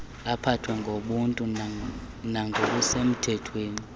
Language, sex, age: Xhosa, male, 24